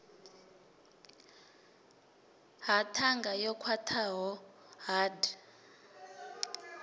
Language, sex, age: Venda, female, 25